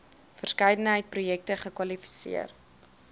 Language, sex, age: Afrikaans, female, 22